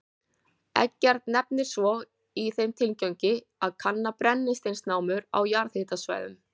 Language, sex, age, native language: Icelandic, female, 40-49, Icelandic